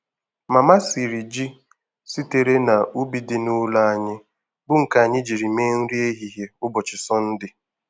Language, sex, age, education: Igbo, male, 15-29, tertiary